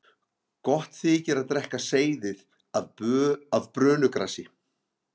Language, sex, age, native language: Icelandic, male, 50-59, Icelandic